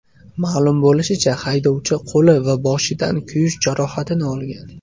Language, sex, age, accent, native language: Uzbek, male, 18-24, Toshkent viloyati, Uzbek